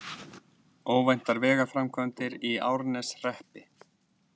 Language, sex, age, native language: Icelandic, male, 20-29, Icelandic